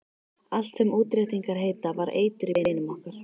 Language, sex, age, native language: Icelandic, female, 13, Icelandic